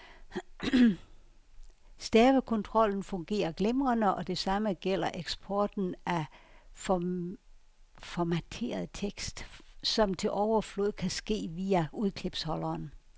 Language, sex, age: Danish, female, 69